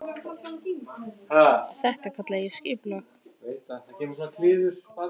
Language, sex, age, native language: Icelandic, male, 18-19, Icelandic